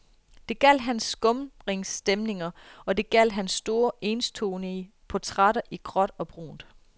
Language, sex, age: Danish, female, 33